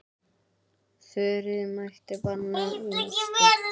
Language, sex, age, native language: Icelandic, male, 9, Icelandic